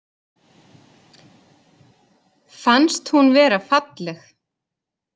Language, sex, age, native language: Icelandic, female, 30-39, Icelandic